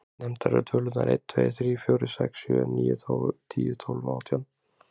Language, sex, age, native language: Icelandic, male, 20-29, Icelandic